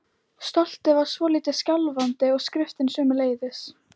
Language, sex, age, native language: Icelandic, female, 11, Icelandic